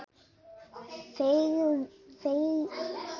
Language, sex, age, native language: Icelandic, female, 8, Icelandic